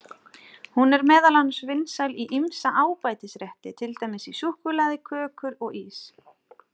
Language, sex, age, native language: Icelandic, female, 30-39, Icelandic